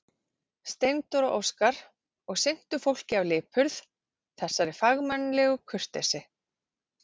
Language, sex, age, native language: Icelandic, female, 40-49, Icelandic